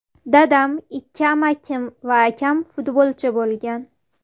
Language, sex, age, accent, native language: Uzbek, female, 18-24, Farg'ona, Uzbek